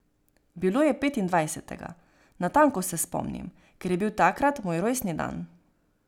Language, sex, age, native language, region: Slovenian, female, 18-29, Slovenian, Savinja region